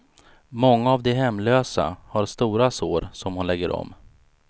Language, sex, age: Swedish, male, 35